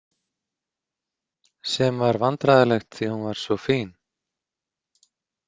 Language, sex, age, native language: Icelandic, male, 40-49, Icelandic